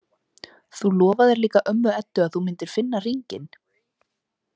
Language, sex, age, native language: Icelandic, female, 20-29, Icelandic